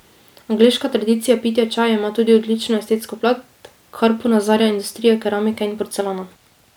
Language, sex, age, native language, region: Slovenian, female, 18-29, Slovenian, Drava region